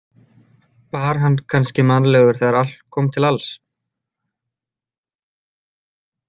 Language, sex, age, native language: Icelandic, male, 30-39, Icelandic